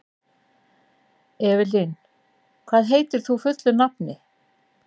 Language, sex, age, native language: Icelandic, female, 60-69, Icelandic